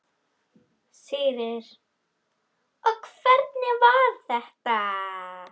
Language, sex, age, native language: Icelandic, female, 11, Icelandic